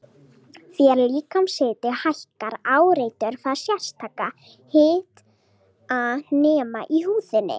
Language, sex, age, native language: Icelandic, female, 40-49, Icelandic